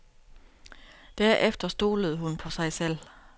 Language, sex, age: Danish, female, 32